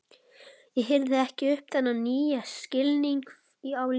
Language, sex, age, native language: Icelandic, male, 11, Icelandic